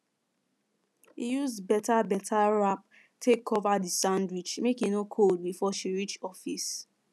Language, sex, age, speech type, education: Nigerian Pidgin, female, 15-29, spontaneous, secondary